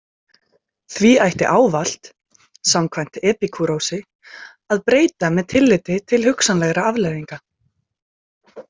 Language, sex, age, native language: Icelandic, female, 20-29, Icelandic